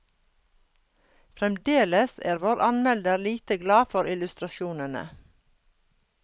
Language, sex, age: Norwegian, female, 42